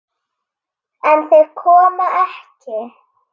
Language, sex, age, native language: Icelandic, female, 8, Icelandic